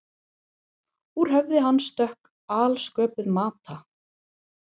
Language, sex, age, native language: Icelandic, female, 40-49, Icelandic